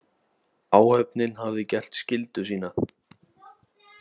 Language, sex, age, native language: Icelandic, male, 18-19, Icelandic